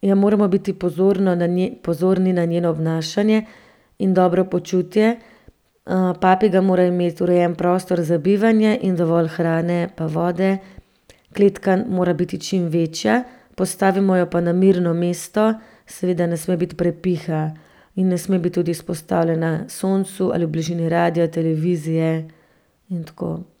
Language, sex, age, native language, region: Slovenian, female, 30-49, Slovenian, Central Slovenia